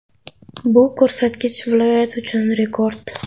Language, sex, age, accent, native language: Uzbek, female, 25-34, Toshkent shahri, Uzbek